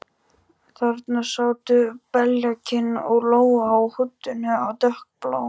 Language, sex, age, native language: Icelandic, male, 12, Icelandic